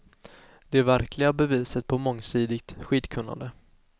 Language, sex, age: Swedish, male, 19